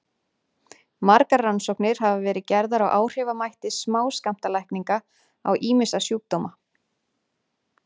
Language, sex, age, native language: Icelandic, female, 40-49, Icelandic